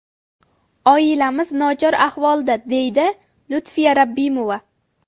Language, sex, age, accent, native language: Uzbek, female, under 19, Andijon, Uzbek